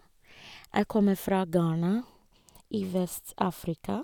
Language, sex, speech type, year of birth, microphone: Norwegian, female, spontaneous, 1986, Sennheiser